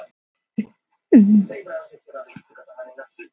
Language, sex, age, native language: Icelandic, female, 18-19, Icelandic